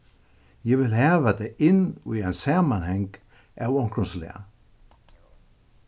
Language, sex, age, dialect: Faroese, male, 61+, Suðuroy